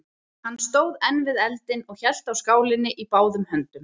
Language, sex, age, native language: Icelandic, female, 20-29, Icelandic